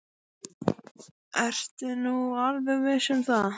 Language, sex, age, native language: Icelandic, male, 12, Icelandic